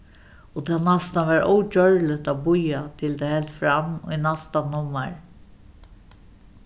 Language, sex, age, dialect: Faroese, female, 61+, Suðuroy